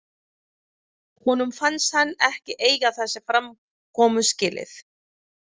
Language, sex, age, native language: Icelandic, female, 40-49, Filipino